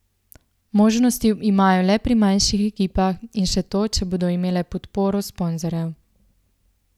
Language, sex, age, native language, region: Slovenian, female, 18-29, Slovenian, Central Slovenia